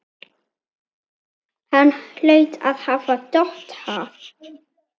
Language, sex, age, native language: Icelandic, female, 9, Icelandic